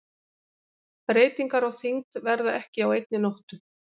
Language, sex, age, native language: Icelandic, female, 50-59, Icelandic